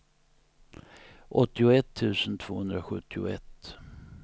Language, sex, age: Swedish, male, 59